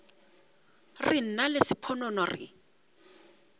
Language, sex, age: Northern Sotho, female, 35